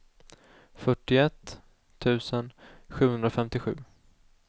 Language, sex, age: Swedish, male, 19